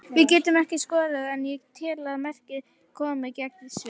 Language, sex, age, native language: Icelandic, female, 40-49, Icelandic